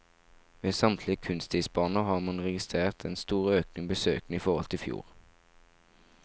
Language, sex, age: Norwegian, male, 17